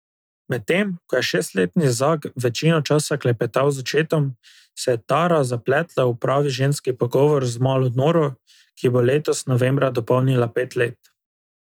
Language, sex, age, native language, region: Slovenian, male, 18-29, Slovenian, Drava region